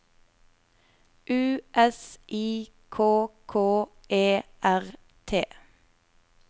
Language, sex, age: Norwegian, female, 24